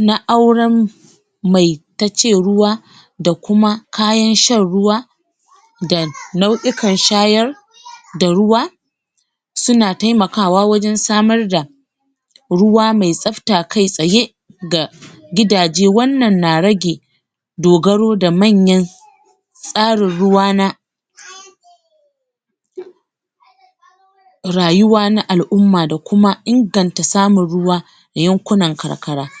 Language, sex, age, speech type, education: Hausa, female, 30-45, spontaneous, tertiary